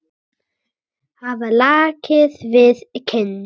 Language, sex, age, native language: Icelandic, male, 8, Icelandic